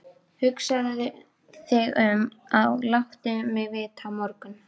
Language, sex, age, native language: Icelandic, female, 12, Icelandic